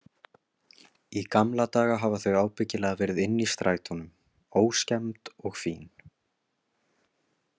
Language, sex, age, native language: Icelandic, male, 20-29, Icelandic